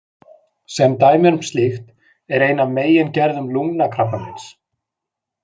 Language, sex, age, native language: Icelandic, male, 40-49, Icelandic